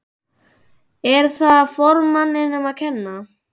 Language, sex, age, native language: Icelandic, male, 12, Icelandic